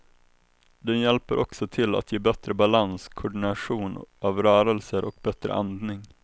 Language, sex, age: Swedish, male, 21